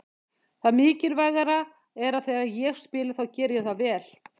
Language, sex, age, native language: Icelandic, female, 50-59, Icelandic